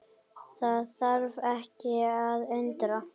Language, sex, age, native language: Icelandic, female, 9, Icelandic